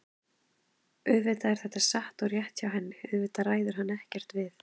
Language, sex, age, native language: Icelandic, female, 30-39, Icelandic